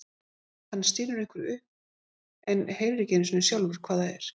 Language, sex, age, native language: Icelandic, female, 50-59, Icelandic